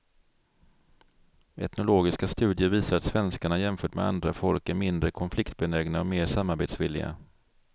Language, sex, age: Swedish, male, 42